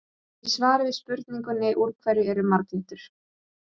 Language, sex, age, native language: Icelandic, female, 30-39, Icelandic